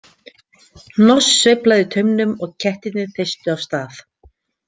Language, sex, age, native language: Icelandic, female, 50-59, Icelandic